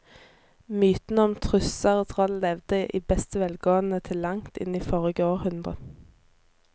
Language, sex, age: Norwegian, female, 24